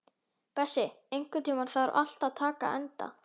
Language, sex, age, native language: Icelandic, male, 11, Icelandic